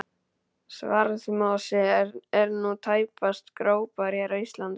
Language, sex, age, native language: Icelandic, male, 12, Icelandic